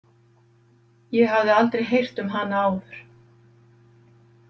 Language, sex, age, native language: Icelandic, female, 50-59, Icelandic